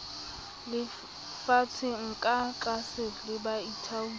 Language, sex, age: Southern Sotho, female, 25